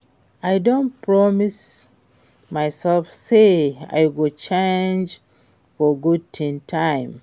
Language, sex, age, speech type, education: Nigerian Pidgin, female, 46-60, read, secondary